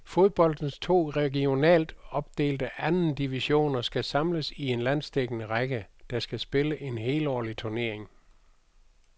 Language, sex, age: Danish, male, 62